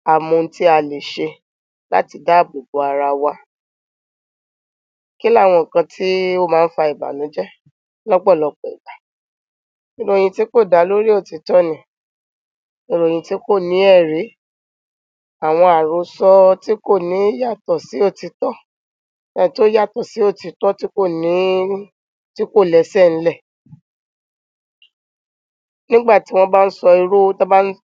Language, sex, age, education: Yoruba, female, 30-45, tertiary